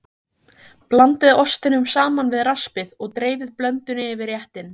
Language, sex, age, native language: Icelandic, female, 15, Icelandic